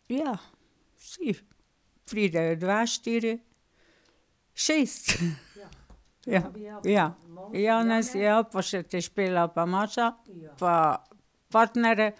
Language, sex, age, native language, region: Slovenian, female, 60+, Slovenian, Pomurje region